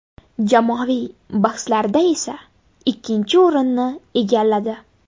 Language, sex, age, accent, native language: Uzbek, female, 18-24, Buxoro, Uzbek